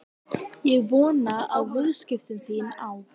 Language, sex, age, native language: Icelandic, female, 12, Icelandic